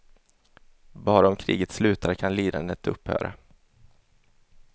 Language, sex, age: Swedish, male, 27